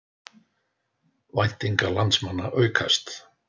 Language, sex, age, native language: Icelandic, male, 60-69, Icelandic